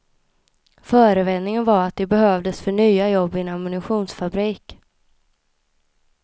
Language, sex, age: Swedish, female, 26